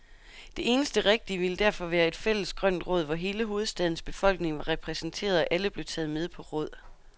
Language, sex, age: Danish, female, 32